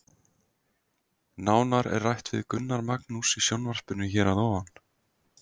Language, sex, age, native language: Icelandic, male, 20-29, Icelandic